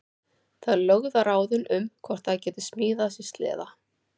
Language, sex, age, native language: Icelandic, female, 40-49, Icelandic